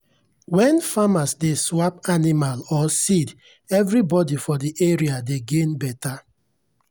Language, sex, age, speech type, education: Nigerian Pidgin, male, 30-45, spontaneous, tertiary